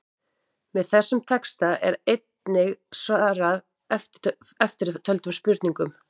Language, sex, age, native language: Icelandic, female, 40-49, Icelandic